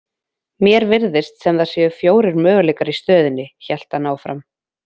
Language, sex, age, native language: Icelandic, female, 20-29, Icelandic